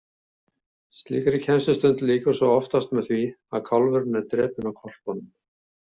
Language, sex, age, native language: Icelandic, male, 70-79, Icelandic